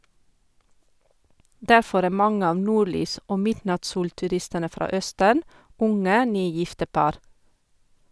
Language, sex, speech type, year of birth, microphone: Norwegian, female, read, 1978, Sennheiser